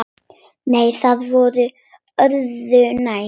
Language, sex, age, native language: Icelandic, female, 8, Icelandic